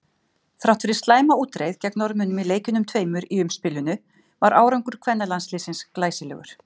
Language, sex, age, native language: Icelandic, female, 50-59, Icelandic